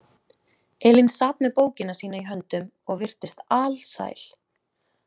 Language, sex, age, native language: Icelandic, female, 20-29, Icelandic